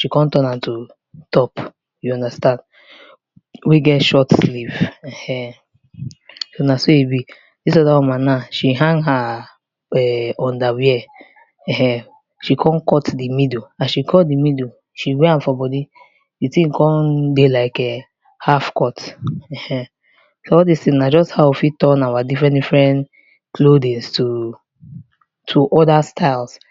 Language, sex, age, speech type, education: Nigerian Pidgin, female, 15-29, spontaneous, tertiary